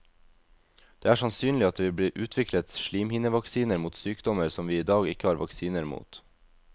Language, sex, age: Norwegian, male, 22